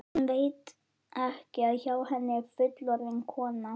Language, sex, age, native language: Icelandic, female, 11, Icelandic